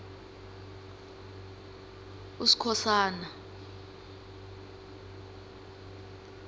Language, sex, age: South Ndebele, female, 23